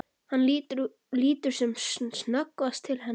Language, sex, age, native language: Icelandic, male, 11, Icelandic